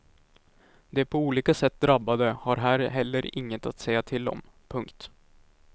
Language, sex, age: Swedish, male, 19